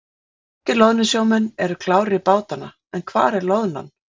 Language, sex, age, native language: Icelandic, female, 40-49, Icelandic